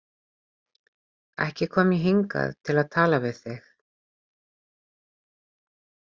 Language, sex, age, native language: Icelandic, female, 30-39, Icelandic